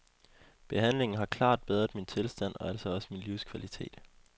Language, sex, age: Danish, male, 21